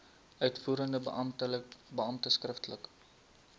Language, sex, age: Afrikaans, male, 20